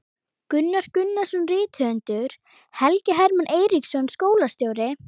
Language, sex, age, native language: Icelandic, female, 11, Icelandic